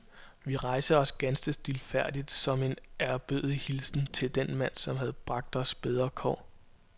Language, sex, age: Danish, male, 22